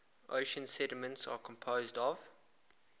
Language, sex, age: English, male, 24